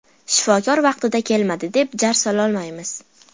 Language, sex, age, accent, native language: Uzbek, female, 12-17, Farg'ona, Uzbek